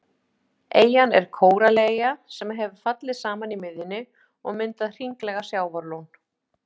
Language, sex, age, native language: Icelandic, female, 50-59, Icelandic